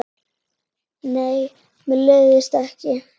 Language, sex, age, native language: Icelandic, female, 8, Icelandic